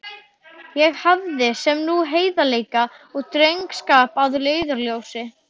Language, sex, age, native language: Icelandic, male, 12, Icelandic